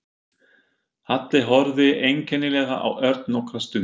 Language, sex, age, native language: Icelandic, male, 50-59, German